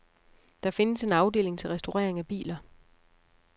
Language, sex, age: Danish, female, 34